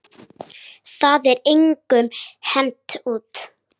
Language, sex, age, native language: Icelandic, female, 9, Icelandic